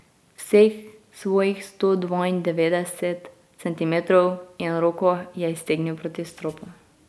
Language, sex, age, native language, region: Slovenian, female, 18-29, Slovenian, Drava region